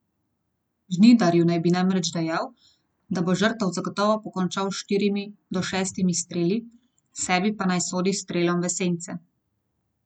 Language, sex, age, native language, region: Slovenian, female, 30-49, Slovenian, Gorenjska region